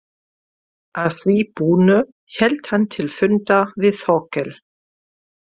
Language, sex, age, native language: Icelandic, female, 40-49, German